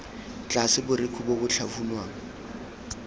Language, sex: Tswana, male